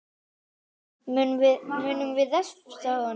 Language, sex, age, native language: Icelandic, female, 9, Icelandic